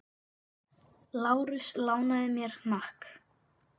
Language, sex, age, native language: Icelandic, male, 8, Icelandic